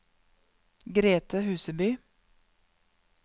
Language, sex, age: Norwegian, female, 31